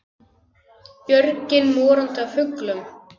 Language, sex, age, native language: Icelandic, male, 10, Icelandic